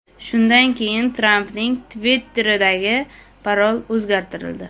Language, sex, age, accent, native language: Uzbek, female, 18-24, Surxondaryo, Uzbek